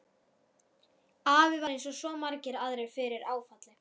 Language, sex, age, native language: Icelandic, female, 12, Icelandic